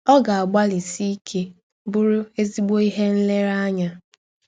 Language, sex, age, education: Igbo, female, 15-29, tertiary